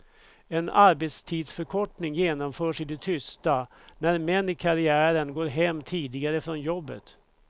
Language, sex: Swedish, male